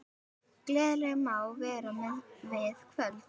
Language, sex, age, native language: Icelandic, female, 10, Icelandic